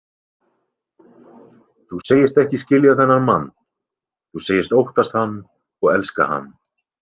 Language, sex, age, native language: Icelandic, male, 20-29, Icelandic